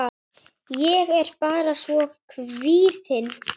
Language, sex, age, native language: Icelandic, male, 9, Icelandic